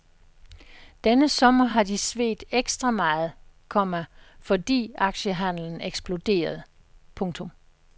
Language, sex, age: Danish, female, 66